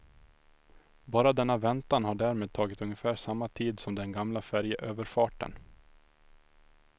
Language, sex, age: Swedish, male, 25